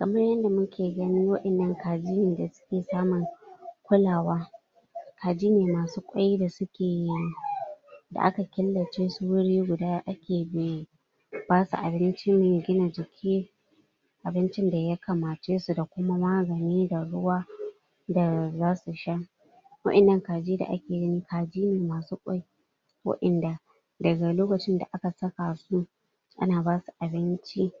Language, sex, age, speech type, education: Hausa, female, 46-60, spontaneous, tertiary